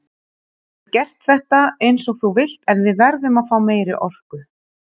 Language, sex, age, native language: Icelandic, female, 30-39, Icelandic